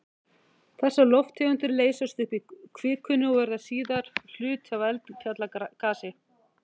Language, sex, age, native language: Icelandic, female, 50-59, Icelandic